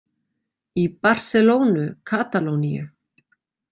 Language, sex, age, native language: Icelandic, female, 40-49, Icelandic